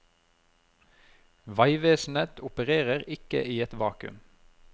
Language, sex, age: Norwegian, male, 33